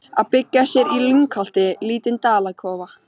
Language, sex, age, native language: Icelandic, female, 13, Icelandic